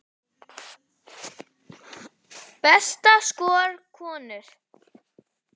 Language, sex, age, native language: Icelandic, male, 10, Icelandic